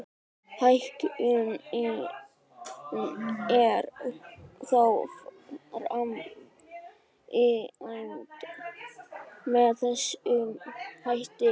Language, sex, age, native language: Icelandic, male, 12, Icelandic